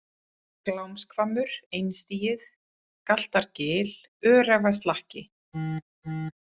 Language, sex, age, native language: Icelandic, female, 30-39, Icelandic